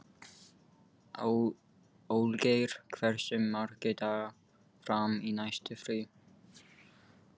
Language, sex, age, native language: Icelandic, male, 15, English